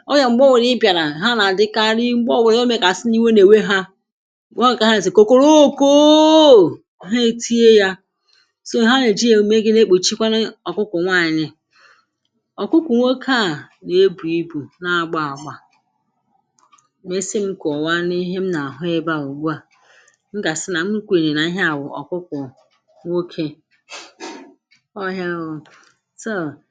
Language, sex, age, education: Igbo, female, 46-60, secondary